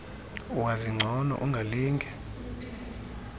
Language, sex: Xhosa, female